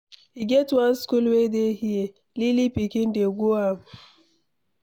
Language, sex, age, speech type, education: Nigerian Pidgin, female, 60+, read, secondary